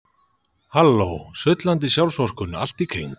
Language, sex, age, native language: Icelandic, male, 30-39, Icelandic